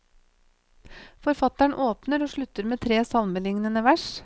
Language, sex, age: Norwegian, female, 28